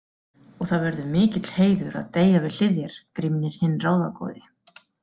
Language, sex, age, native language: Icelandic, female, 40-49, Icelandic